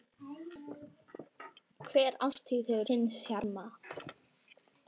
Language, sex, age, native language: Icelandic, female, 10, Icelandic